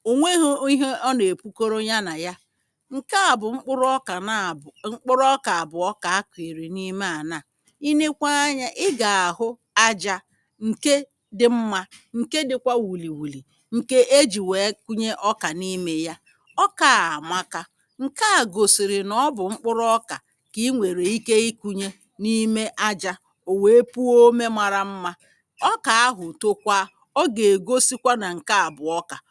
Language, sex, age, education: Igbo, female, 30-45, primary